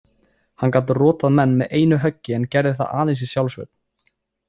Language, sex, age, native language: Icelandic, male, 20-29, Icelandic